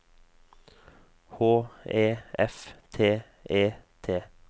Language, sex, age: Norwegian, male, 22